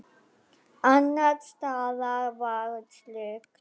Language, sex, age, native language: Icelandic, female, 10, German